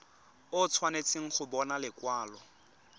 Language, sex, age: Tswana, male, 23